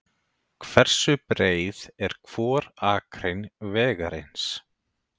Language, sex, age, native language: Icelandic, male, 30-39, Icelandic